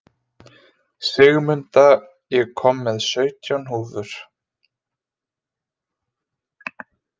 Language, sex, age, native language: Icelandic, male, 20-29, Icelandic